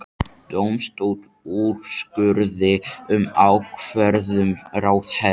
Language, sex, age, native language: Icelandic, male, 18-19, Icelandic